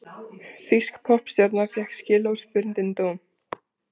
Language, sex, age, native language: Icelandic, female, 20-29, Icelandic